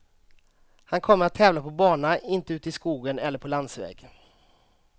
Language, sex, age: Swedish, male, 35